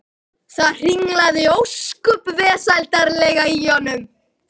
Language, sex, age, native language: Icelandic, female, 11, Icelandic